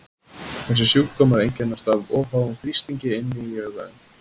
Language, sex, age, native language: Icelandic, male, 20-29, Icelandic